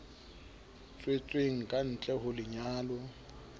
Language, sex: Southern Sotho, male